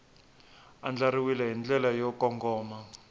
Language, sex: Tsonga, male